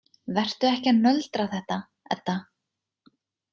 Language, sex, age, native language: Icelandic, female, 20-29, Icelandic